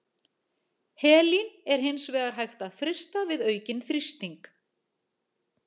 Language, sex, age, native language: Icelandic, female, 40-49, Icelandic